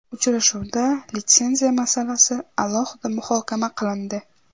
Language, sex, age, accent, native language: Uzbek, female, 18-24, Buxoro, Uzbek